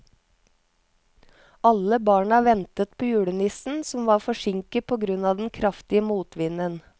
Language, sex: Norwegian, female